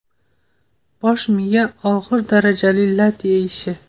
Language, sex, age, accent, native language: Uzbek, female, 18-24, Toshkent viloyati, Uzbek